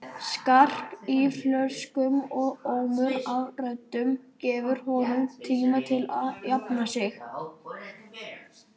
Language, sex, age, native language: Icelandic, male, 18-19, Icelandic